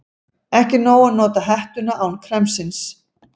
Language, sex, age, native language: Icelandic, female, 40-49, Icelandic